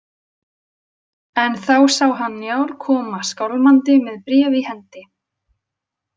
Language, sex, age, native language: Icelandic, female, 20-29, Icelandic